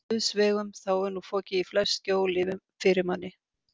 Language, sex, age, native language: Icelandic, female, 50-59, Icelandic